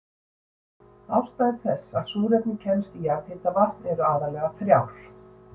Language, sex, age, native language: Icelandic, female, 60-69, Icelandic